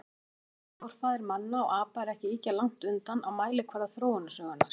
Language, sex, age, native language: Icelandic, female, 40-49, Icelandic